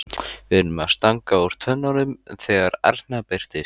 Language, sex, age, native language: Icelandic, male, 14, Icelandic